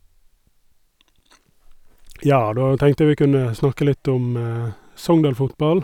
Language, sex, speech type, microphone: Norwegian, male, spontaneous, Sennheiser